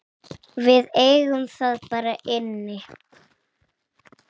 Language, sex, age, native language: Icelandic, female, 6, Icelandic